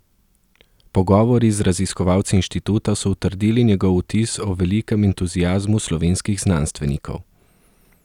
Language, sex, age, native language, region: Slovenian, male, 30-49, Slovenian, Southeast Slovenia